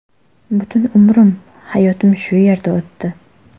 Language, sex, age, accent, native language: Uzbek, female, 18-24, Toshkent shahri, Uzbek